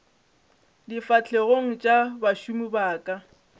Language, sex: Northern Sotho, female